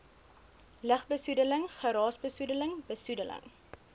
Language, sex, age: Afrikaans, female, 20